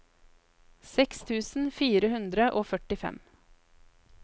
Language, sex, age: Norwegian, female, 33